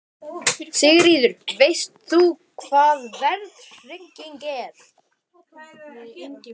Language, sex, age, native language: Icelandic, male, 12, Icelandic